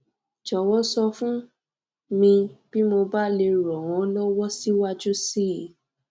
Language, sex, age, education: Yoruba, female, 15-29, tertiary